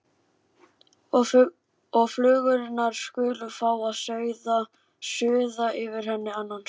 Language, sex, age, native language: Icelandic, male, 11, Icelandic